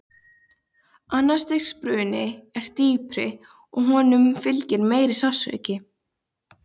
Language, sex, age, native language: Icelandic, female, 13, Icelandic